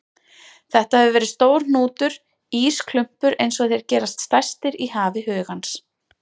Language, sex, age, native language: Icelandic, female, 30-39, Icelandic